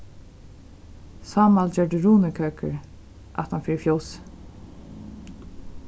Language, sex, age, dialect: Faroese, female, 36-60, Suðurstreymoy